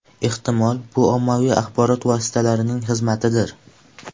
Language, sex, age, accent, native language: Uzbek, male, 12-17, Andijon, Uzbek